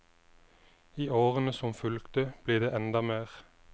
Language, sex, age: Norwegian, male, 29